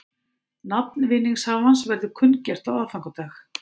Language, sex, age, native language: Icelandic, female, 50-59, Icelandic